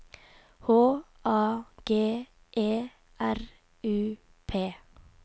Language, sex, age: Norwegian, female, 18